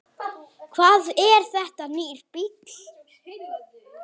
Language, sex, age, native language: Icelandic, male, 9, Icelandic